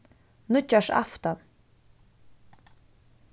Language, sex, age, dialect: Faroese, female, 15-35, Suðurstreymoy